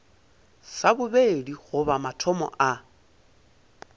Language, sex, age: Northern Sotho, male, 22